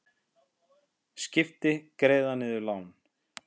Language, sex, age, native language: Icelandic, male, 50-59, Icelandic